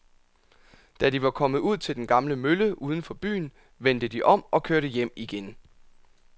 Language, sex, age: Danish, male, 27